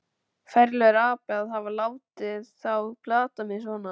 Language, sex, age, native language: Icelandic, male, 12, Icelandic